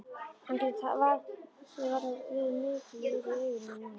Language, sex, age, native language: Icelandic, female, 11, Icelandic